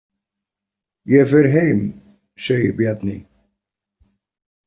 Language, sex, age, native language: Icelandic, male, 40-49, Icelandic